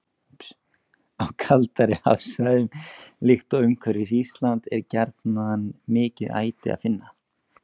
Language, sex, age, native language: Icelandic, male, 20-29, Icelandic